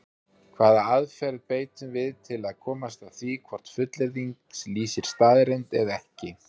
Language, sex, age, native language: Icelandic, male, 50-59, Icelandic